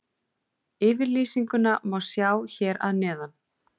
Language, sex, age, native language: Icelandic, female, 40-49, Icelandic